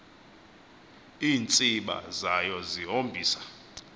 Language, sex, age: Xhosa, male, 24